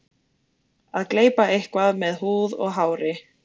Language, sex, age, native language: Icelandic, female, 20-29, Icelandic